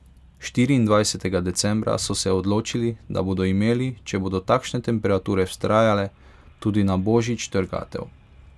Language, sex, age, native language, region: Slovenian, male, 18-29, Hungarian, Pomurje region